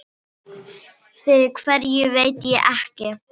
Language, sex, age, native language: Icelandic, female, 8, Filipino